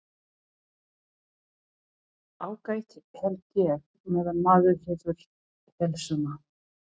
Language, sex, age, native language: Icelandic, female, 40-49, Filipino